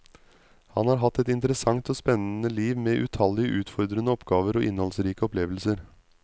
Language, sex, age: Norwegian, male, 35